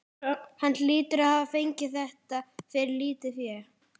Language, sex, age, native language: Icelandic, female, 12, Icelandic